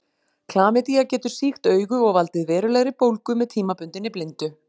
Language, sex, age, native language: Icelandic, female, 40-49, Icelandic